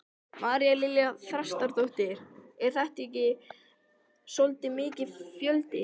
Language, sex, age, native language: Icelandic, male, 13, Icelandic